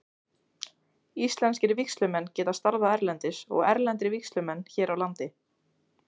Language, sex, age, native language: Icelandic, female, 16, Icelandic